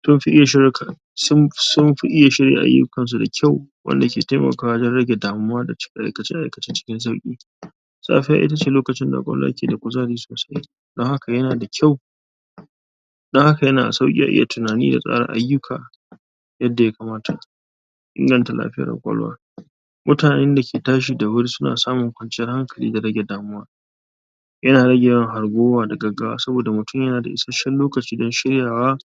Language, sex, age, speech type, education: Hausa, male, 15-29, spontaneous, tertiary